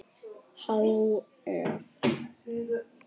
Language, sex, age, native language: Icelandic, male, 9, Icelandic